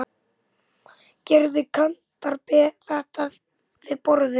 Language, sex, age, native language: Icelandic, male, 10, Icelandic